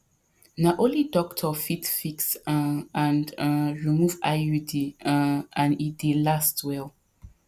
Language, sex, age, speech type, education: Nigerian Pidgin, female, 30-45, spontaneous, tertiary